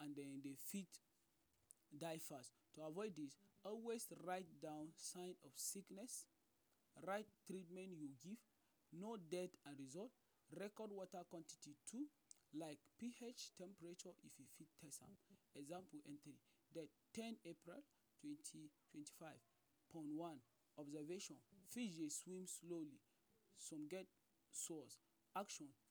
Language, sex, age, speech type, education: Nigerian Pidgin, male, 30-45, spontaneous, tertiary